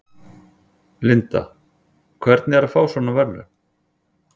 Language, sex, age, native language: Icelandic, male, 40-49, Icelandic